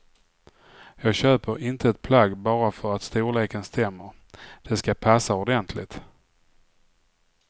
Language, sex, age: Swedish, male, 44